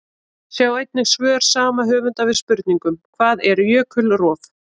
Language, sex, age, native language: Icelandic, female, 30-39, Icelandic